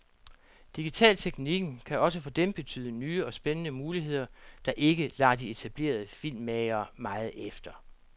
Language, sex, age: Danish, male, 47